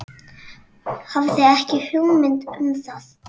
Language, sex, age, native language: Icelandic, female, 6, Icelandic